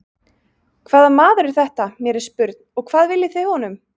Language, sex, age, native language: Icelandic, female, 20-29, Icelandic